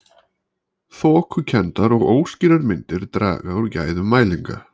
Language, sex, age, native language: Icelandic, male, 40-49, Icelandic